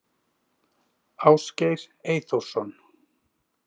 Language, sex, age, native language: Icelandic, male, 40-49, Icelandic